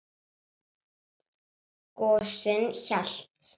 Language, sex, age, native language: Icelandic, female, 7, Icelandic